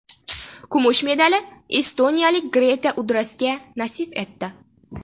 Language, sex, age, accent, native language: Uzbek, female, 18-24, Farg'ona, Uzbek